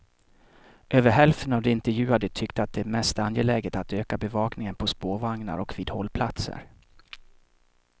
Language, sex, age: Swedish, male, 37